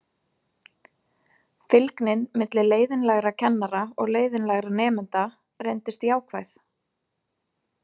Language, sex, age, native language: Icelandic, female, 30-39, Icelandic